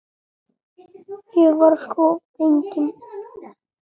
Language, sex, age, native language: Icelandic, male, 10, Icelandic